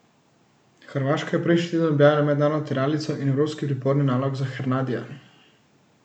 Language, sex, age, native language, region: Slovenian, male, 18-29, Slovenian, Central Slovenia